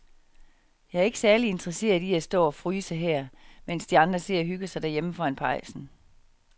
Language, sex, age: Danish, female, 49